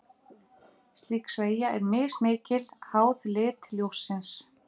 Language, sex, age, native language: Icelandic, female, 50-59, Icelandic